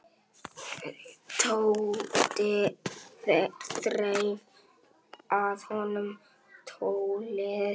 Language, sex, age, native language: Icelandic, male, 9, Icelandic